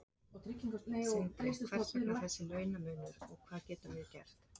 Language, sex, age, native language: Icelandic, female, 30-39, Icelandic